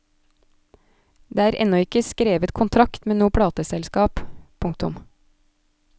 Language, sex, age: Norwegian, female, 29